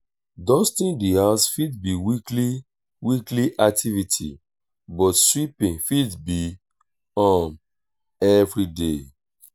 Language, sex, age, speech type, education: Nigerian Pidgin, male, 30-45, spontaneous, tertiary